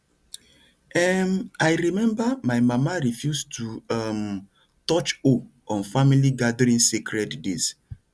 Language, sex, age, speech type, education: Nigerian Pidgin, male, 30-45, spontaneous, tertiary